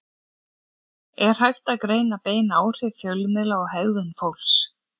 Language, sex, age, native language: Icelandic, female, 40-49, Icelandic